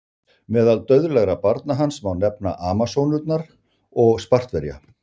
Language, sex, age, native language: Icelandic, male, 60-69, Icelandic